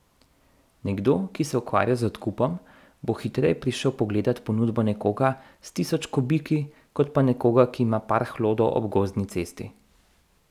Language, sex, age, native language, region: Slovenian, male, 30-49, Slovenian, Central Slovenia